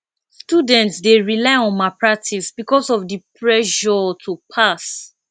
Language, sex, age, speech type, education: Nigerian Pidgin, female, 15-29, spontaneous, tertiary